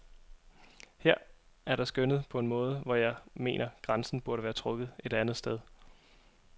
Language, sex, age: Danish, male, 27